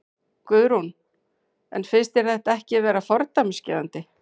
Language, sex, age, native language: Icelandic, female, 40-49, Icelandic